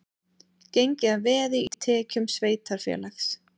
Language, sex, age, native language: Icelandic, female, 30-39, Icelandic